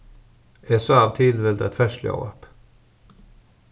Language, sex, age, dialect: Faroese, male, 36-60, Suðurstreymoy